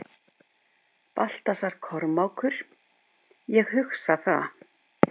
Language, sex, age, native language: Icelandic, female, 50-59, Icelandic